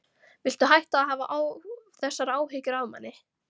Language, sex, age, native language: Icelandic, female, 13, Icelandic